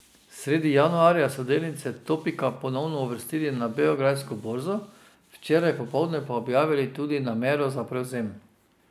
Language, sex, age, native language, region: Slovenian, male, 50-59, Slovenian, Drava region